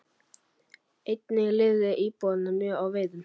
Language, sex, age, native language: Icelandic, male, 40-49, Icelandic